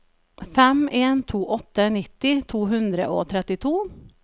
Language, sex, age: Norwegian, female, 37